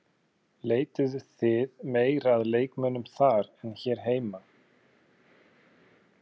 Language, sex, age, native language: Icelandic, male, 30-39, Icelandic